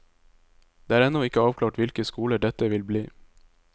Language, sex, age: Norwegian, male, 22